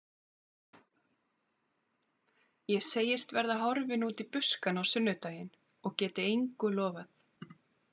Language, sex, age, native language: Icelandic, female, 40-49, Icelandic